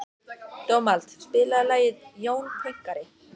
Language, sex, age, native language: Icelandic, female, 14, Icelandic